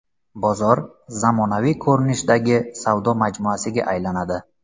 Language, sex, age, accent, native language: Uzbek, male, 25-34, Samarqand, Uzbek